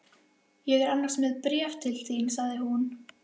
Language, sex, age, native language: Icelandic, female, 11, Icelandic